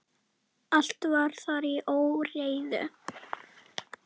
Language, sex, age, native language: Icelandic, female, 10, Icelandic